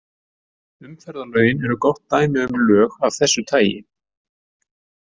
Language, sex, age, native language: Icelandic, male, 40-49, Icelandic